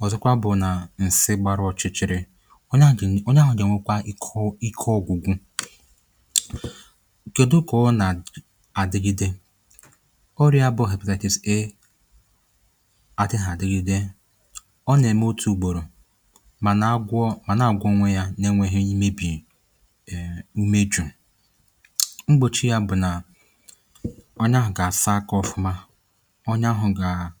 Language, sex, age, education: Igbo, male, 15-29, tertiary